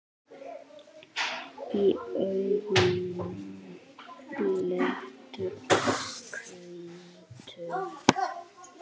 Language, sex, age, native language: Icelandic, male, 8, Icelandic